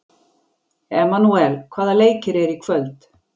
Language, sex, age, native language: Icelandic, female, 40-49, Icelandic